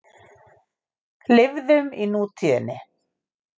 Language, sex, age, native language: Icelandic, female, 50-59, Icelandic